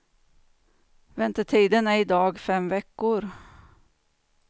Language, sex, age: Swedish, female, 49